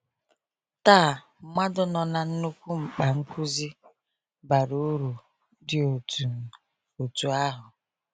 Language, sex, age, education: Igbo, female, 30-45, tertiary